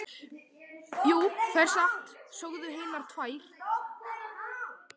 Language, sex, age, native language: Icelandic, male, 11, Icelandic